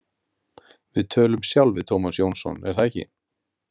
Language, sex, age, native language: Icelandic, male, 50-59, Icelandic